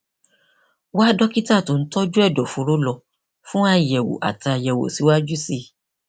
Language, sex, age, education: Yoruba, female, 46-60, tertiary